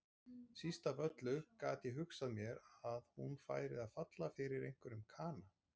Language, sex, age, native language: Icelandic, male, 40-49, Icelandic